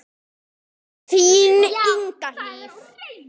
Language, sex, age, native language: Icelandic, male, 10, Icelandic